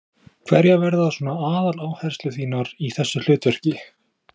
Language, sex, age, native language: Icelandic, male, 20-29, Icelandic